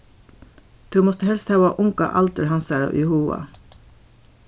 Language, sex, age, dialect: Faroese, female, 61+, Suðurstreymoy